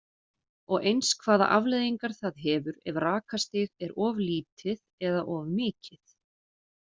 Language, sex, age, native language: Icelandic, female, 40-49, Icelandic